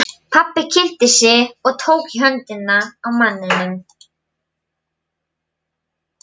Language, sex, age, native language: Icelandic, female, 12, Polish